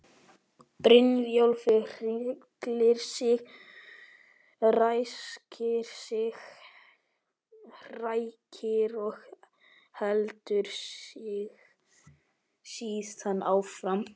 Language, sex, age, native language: Icelandic, male, 12, Icelandic